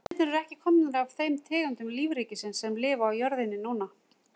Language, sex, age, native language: Icelandic, female, 40-49, Icelandic